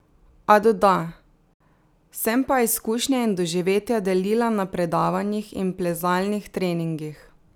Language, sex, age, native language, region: Slovenian, female, 30-49, Slovenian, Drava region